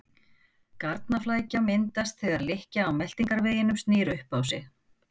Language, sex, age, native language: Icelandic, female, 50-59, Icelandic